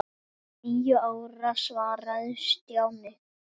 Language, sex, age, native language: Icelandic, male, 8, Icelandic